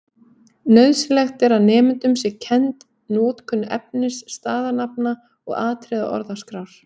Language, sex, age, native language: Icelandic, female, 30-39, Icelandic